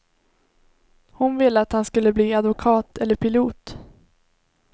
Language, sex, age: Swedish, female, 21